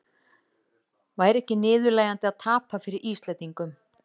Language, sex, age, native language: Icelandic, female, 40-49, Icelandic